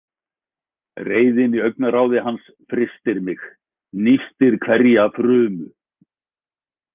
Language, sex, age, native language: Icelandic, male, 60-69, Icelandic